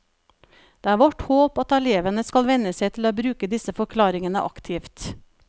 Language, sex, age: Norwegian, female, 37